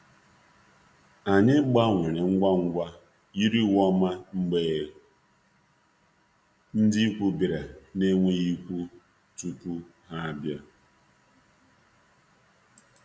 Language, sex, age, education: Igbo, female, 15-29, tertiary